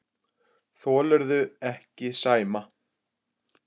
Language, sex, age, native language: Icelandic, female, 9, Icelandic